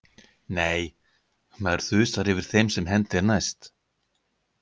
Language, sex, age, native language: Icelandic, male, 50-59, Icelandic